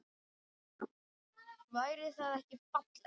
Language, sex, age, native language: Icelandic, male, 8, Icelandic